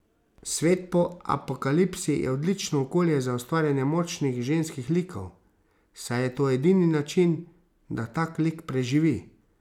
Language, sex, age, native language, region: Slovenian, male, 30-49, Slovenian, Savinja region